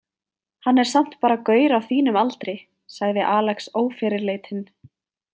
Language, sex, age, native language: Icelandic, female, 20-29, Icelandic